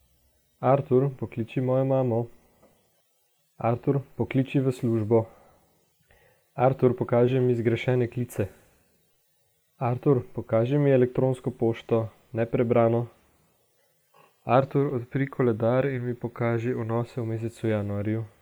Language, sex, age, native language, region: Slovenian, male, 18-29, Slovenian, Gorica region